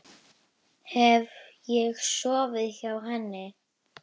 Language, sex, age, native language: Icelandic, female, 9, Icelandic